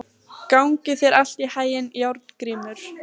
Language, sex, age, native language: Icelandic, female, 15, Icelandic